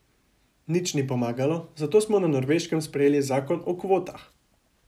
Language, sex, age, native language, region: Slovenian, male, 18-29, Slovenian, Savinja region